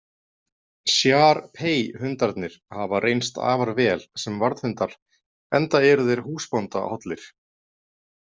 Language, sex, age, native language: Icelandic, male, 30-39, Icelandic